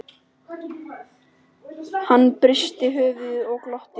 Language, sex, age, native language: Icelandic, male, 10, Icelandic